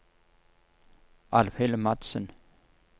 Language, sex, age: Norwegian, male, 47